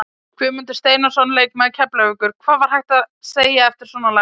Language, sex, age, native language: Icelandic, female, 20-29, Icelandic